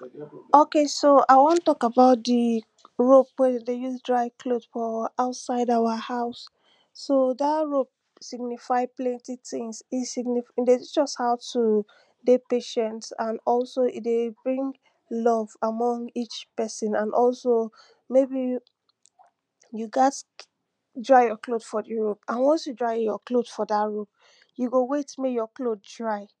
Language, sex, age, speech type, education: Nigerian Pidgin, female, 15-29, spontaneous, tertiary